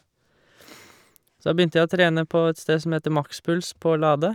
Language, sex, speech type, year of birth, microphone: Norwegian, male, spontaneous, 1986, Shure